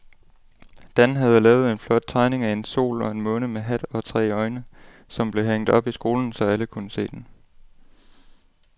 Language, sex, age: Danish, male, 18